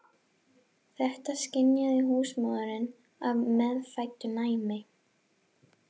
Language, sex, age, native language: Icelandic, female, 11, Icelandic